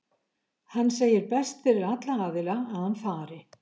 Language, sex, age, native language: Icelandic, female, 70-79, Icelandic